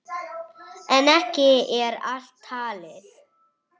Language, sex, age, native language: Icelandic, female, 8, Icelandic